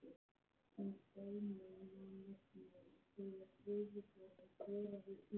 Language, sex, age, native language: Icelandic, male, 13, Icelandic